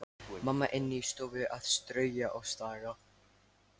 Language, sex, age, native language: Icelandic, male, 13, Lithuanian